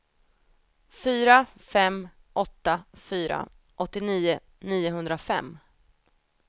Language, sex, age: Swedish, female, 28